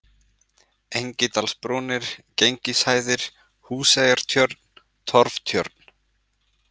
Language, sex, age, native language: Icelandic, male, 20-29, Icelandic